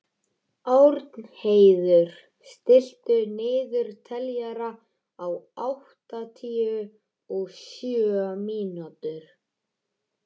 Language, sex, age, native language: Icelandic, male, 13, Icelandic